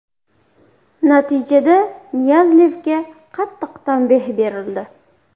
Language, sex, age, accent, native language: Uzbek, female, 19-29, Buxoro, Uzbek